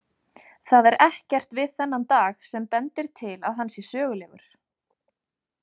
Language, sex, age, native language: Icelandic, female, 20-29, Icelandic